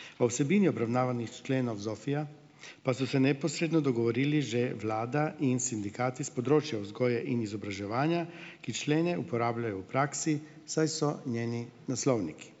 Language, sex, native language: Slovenian, male, Slovenian